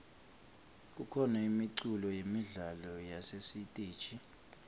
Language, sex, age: Swati, male, 25